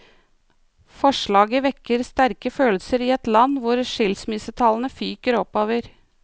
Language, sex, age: Norwegian, female, 49